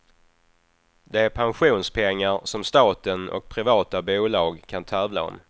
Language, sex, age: Swedish, male, 28